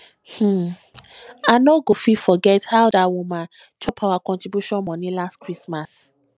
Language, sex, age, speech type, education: Nigerian Pidgin, female, 15-29, spontaneous, tertiary